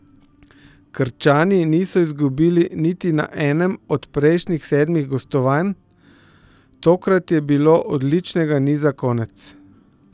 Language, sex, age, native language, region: Slovenian, male, 50-59, Slovenian, Central Slovenia